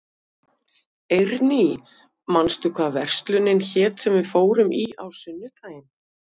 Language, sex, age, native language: Icelandic, female, 50-59, Icelandic